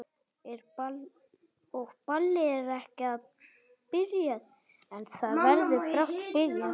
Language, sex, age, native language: Icelandic, male, 8, Icelandic